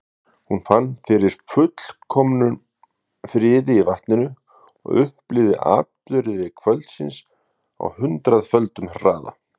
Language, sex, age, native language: Icelandic, male, 50-59, Icelandic